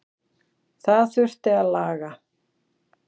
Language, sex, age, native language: Icelandic, female, 40-49, Icelandic